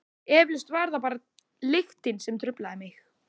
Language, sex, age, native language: Icelandic, male, 12, Icelandic